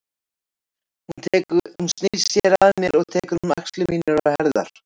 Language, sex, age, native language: Icelandic, female, 60-69, Icelandic